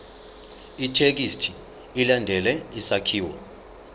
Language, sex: Zulu, male